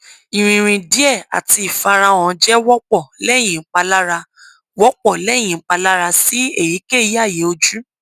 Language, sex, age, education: Yoruba, female, 15-29, tertiary